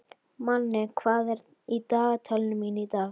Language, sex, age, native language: Icelandic, female, 12, Icelandic